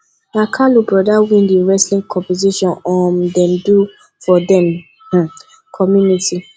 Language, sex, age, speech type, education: Nigerian Pidgin, female, 15-29, spontaneous, tertiary